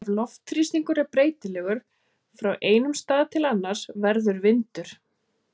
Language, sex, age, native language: Icelandic, female, 30-39, Icelandic